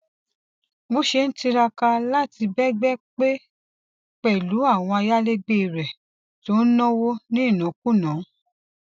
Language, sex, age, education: Yoruba, female, 46-60, tertiary